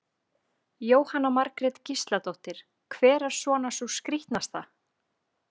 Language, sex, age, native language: Icelandic, female, 20-29, Icelandic